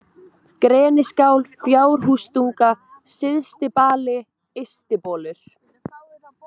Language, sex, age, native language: Icelandic, female, 20-29, Icelandic